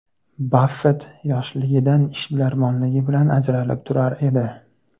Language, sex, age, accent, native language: Uzbek, male, 18-24, Farg'ona, Uzbek